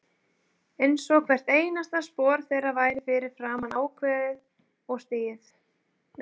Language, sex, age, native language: Icelandic, female, 40-49, Icelandic